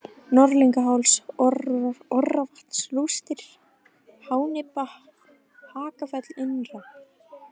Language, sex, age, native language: Icelandic, female, 20-29, Icelandic